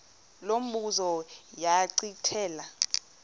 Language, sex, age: Xhosa, female, 20